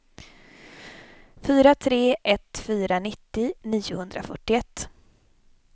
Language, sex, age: Swedish, female, 26